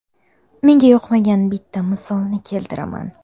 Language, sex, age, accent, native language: Uzbek, female, under 19, Toshkent shahri, Uzbek